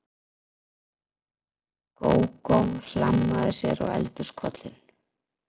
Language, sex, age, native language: Icelandic, female, 40-49, Icelandic